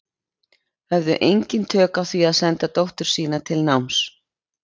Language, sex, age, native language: Icelandic, female, 50-59, Icelandic